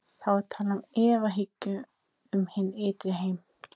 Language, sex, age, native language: Icelandic, female, 30-39, Icelandic